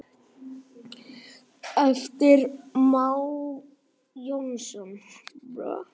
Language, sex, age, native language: Icelandic, male, 10, Icelandic